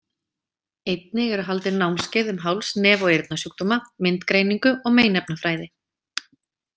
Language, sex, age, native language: Icelandic, female, 30-39, Icelandic